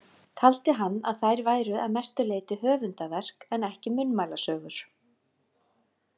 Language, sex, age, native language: Icelandic, female, 40-49, Icelandic